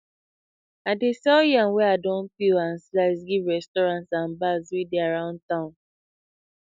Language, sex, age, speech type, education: Nigerian Pidgin, female, 15-29, spontaneous, tertiary